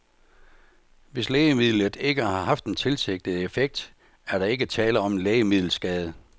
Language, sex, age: Danish, male, 64